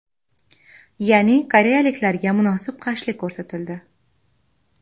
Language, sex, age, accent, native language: Uzbek, female, under 19, Andijon, Uzbek